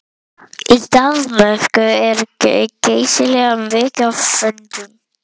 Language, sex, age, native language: Icelandic, male, 11, Icelandic